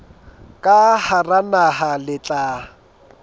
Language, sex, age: Southern Sotho, male, 22